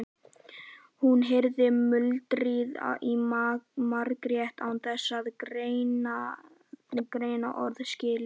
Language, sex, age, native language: Icelandic, male, 11, Icelandic